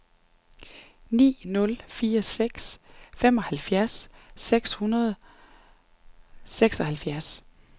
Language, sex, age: Danish, female, 39